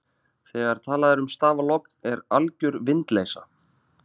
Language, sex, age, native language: Icelandic, male, 30-39, Icelandic